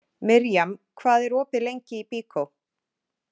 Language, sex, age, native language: Icelandic, female, 40-49, Icelandic